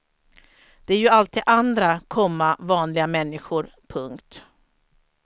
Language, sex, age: Swedish, female, 43